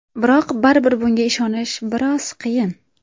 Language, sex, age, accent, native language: Uzbek, female, 18-24, Farg'ona, Uzbek